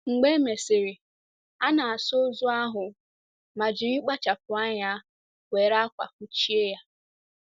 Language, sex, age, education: Igbo, female, 15-29, secondary